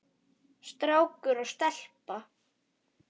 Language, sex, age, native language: Icelandic, male, 9, Icelandic